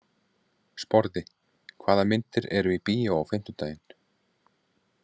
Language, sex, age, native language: Icelandic, male, 40-49, Icelandic